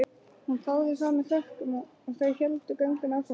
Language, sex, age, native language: Icelandic, male, 11, Icelandic